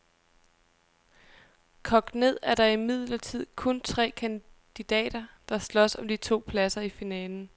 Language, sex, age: Danish, female, 23